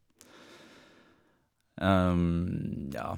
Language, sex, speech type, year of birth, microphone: Norwegian, male, spontaneous, 1987, Shure